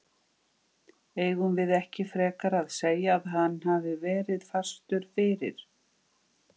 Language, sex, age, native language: Icelandic, female, 50-59, Icelandic